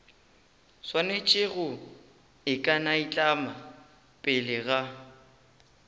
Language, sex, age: Northern Sotho, male, 19